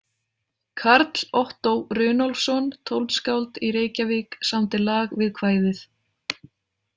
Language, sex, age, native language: Icelandic, female, 30-39, Icelandic